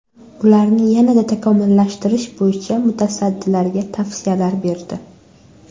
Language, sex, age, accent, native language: Uzbek, female, under 19, Samarqand, Uzbek